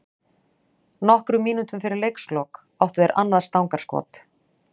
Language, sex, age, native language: Icelandic, female, 40-49, Icelandic